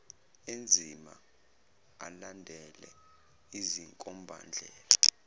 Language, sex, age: Zulu, male, 24